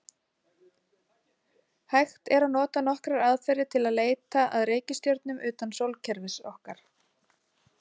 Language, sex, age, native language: Icelandic, female, 40-49, Icelandic